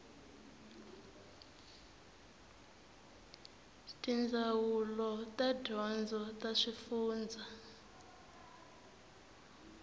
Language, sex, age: Tsonga, female, 24